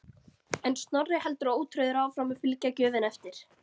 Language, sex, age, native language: Icelandic, female, 13, Icelandic